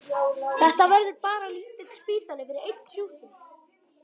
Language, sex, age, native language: Icelandic, male, 11, Icelandic